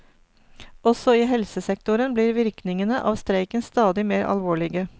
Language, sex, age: Norwegian, female, 49